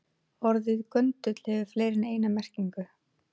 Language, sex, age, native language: Icelandic, female, 20-29, Icelandic